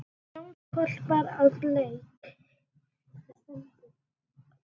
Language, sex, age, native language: Icelandic, male, 30-39, Icelandic